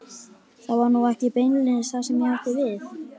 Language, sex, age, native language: Icelandic, male, 12, Icelandic